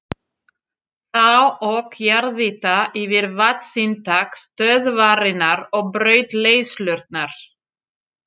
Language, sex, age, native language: Icelandic, female, 40-49, French